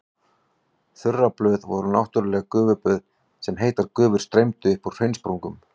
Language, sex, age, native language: Icelandic, male, 40-49, Icelandic